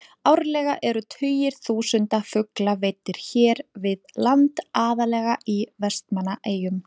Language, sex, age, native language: Icelandic, female, 40-49, Icelandic